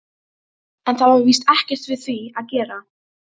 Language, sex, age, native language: Icelandic, female, 12, Icelandic